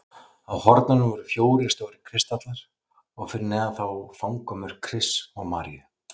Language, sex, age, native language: Icelandic, male, 40-49, Icelandic